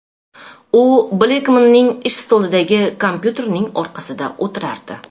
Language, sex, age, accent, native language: Uzbek, female, 35+, Toshkent shahri, Uzbek